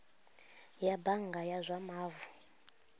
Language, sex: Venda, female